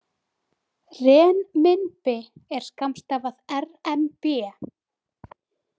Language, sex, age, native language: Icelandic, female, 20-29, Icelandic